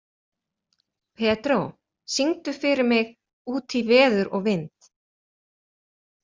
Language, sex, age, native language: Icelandic, female, 40-49, Icelandic